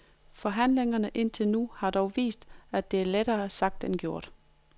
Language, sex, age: Danish, female, 42